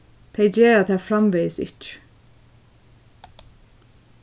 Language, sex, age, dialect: Faroese, female, 15-35, Suðurstreymoy